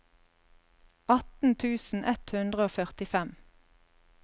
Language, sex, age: Norwegian, female, 32